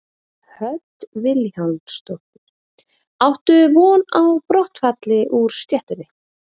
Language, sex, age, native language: Icelandic, female, 30-39, Icelandic